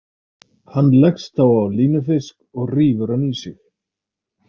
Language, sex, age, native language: Icelandic, male, 30-39, Icelandic